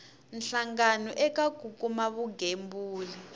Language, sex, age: Tsonga, female, 21